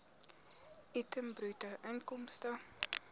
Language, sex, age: Afrikaans, female, 18